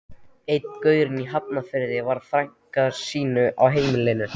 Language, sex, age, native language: Icelandic, male, 13, Icelandic